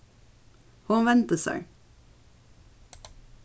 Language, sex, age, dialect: Faroese, female, 36-60, Suðurstreymoy